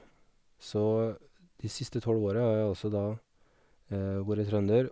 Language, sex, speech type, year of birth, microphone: Norwegian, male, spontaneous, 1981, Sennheiser